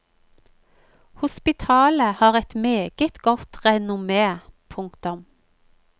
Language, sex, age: Norwegian, female, 45